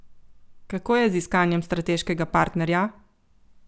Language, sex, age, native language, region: Slovenian, female, 50-59, Slovenian, Coastal Karst region